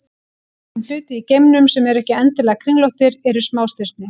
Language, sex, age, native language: Icelandic, female, 18-19, Icelandic